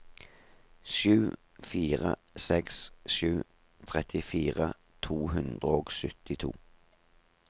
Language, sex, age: Norwegian, male, 38